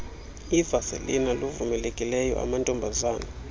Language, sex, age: Xhosa, male, 26